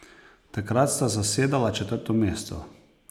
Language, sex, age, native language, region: Slovenian, male, 30-49, Slovenian, Posavska region